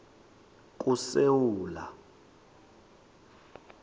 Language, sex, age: South Ndebele, male, 23